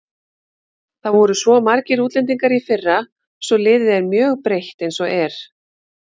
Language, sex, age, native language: Icelandic, female, 50-59, Icelandic